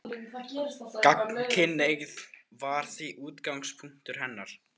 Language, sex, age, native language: Icelandic, male, 18-19, Icelandic